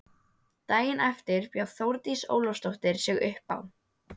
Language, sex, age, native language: Icelandic, female, 12, Icelandic